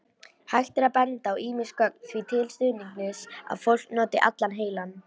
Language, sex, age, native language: Icelandic, female, 18-19, Icelandic